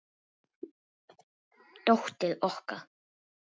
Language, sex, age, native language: Icelandic, female, 7, Icelandic